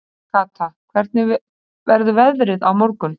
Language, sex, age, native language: Icelandic, female, 30-39, Icelandic